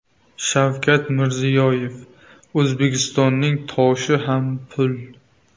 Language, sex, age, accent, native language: Uzbek, male, 18-24, Navoiy, Uzbek